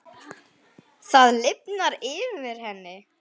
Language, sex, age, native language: Icelandic, female, 9, Icelandic